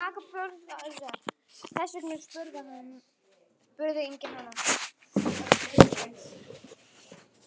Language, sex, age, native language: Icelandic, male, 10, Icelandic